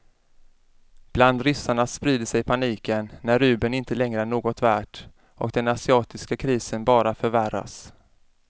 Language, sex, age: Swedish, male, 33